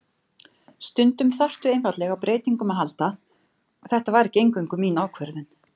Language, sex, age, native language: Icelandic, female, 50-59, Icelandic